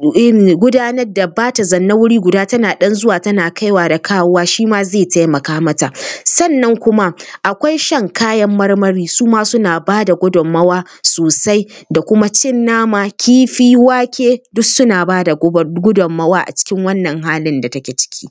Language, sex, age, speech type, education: Hausa, female, 15-29, spontaneous, tertiary